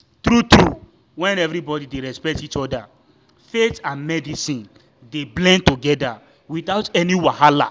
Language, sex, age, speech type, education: Nigerian Pidgin, male, 15-29, spontaneous, tertiary